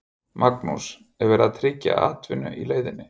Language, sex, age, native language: Icelandic, male, 50-59, Icelandic